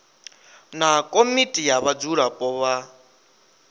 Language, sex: Venda, male